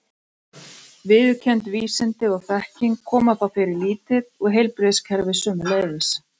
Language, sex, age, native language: Icelandic, female, 40-49, Icelandic